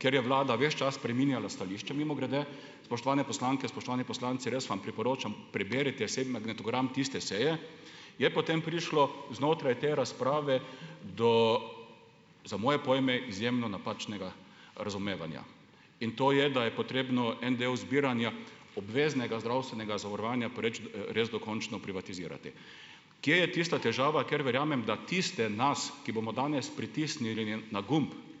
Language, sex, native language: Slovenian, male, Slovenian